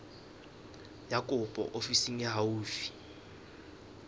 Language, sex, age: Southern Sotho, male, 20